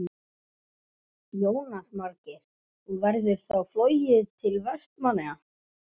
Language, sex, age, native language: Icelandic, male, 11, Icelandic